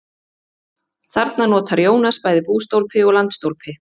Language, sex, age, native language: Icelandic, female, 30-39, Icelandic